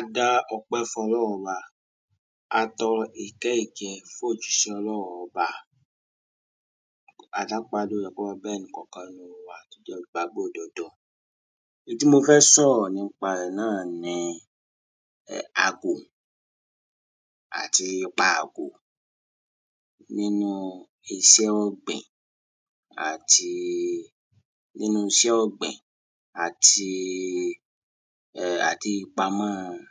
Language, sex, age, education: Yoruba, male, 30-45, tertiary